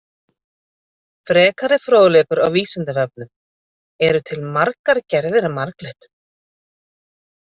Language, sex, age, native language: Icelandic, female, 50-59, Icelandic